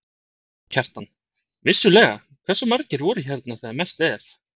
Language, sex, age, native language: Icelandic, male, 30-39, Icelandic